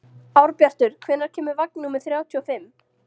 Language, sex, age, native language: Icelandic, female, 13, Icelandic